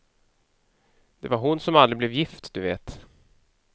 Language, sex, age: Swedish, male, 31